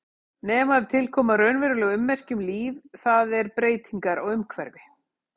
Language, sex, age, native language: Icelandic, female, 50-59, Icelandic